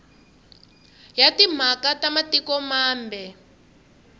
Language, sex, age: Tsonga, female, 23